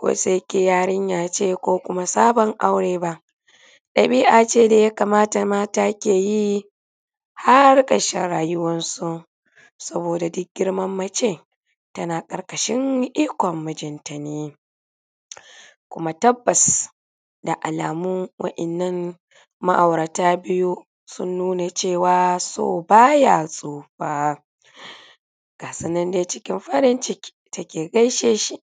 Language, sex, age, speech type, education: Hausa, female, 30-45, spontaneous, tertiary